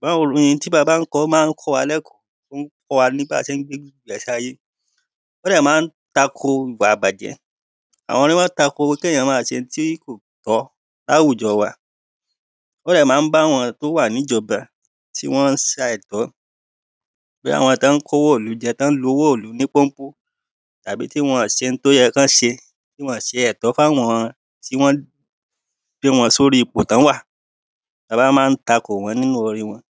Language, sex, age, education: Yoruba, male, 30-45, primary